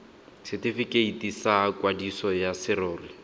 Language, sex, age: Tswana, male, 19